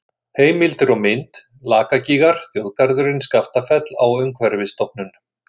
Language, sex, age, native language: Icelandic, male, 60-69, Icelandic